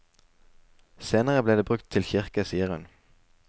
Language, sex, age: Norwegian, male, 20